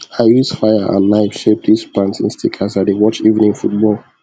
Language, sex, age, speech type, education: Nigerian Pidgin, male, 15-29, spontaneous, tertiary